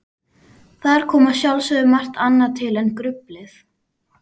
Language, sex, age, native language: Icelandic, female, 12, Icelandic